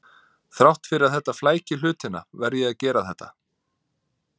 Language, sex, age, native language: Icelandic, male, 30-39, Icelandic